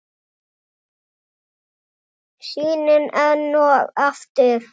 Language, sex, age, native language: Icelandic, male, 9, Icelandic